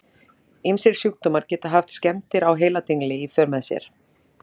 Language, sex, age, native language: Icelandic, female, 40-49, Icelandic